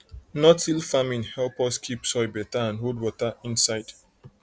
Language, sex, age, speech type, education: Nigerian Pidgin, male, 30-45, spontaneous, tertiary